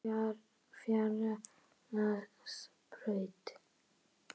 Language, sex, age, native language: Icelandic, male, 18-19, Icelandic